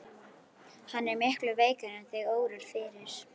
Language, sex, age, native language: Icelandic, female, 11, Icelandic